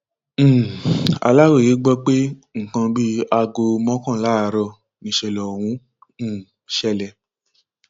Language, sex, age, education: Yoruba, male, 15-29, tertiary